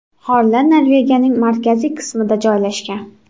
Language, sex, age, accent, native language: Uzbek, female, 18-24, Xorazm, Uzbek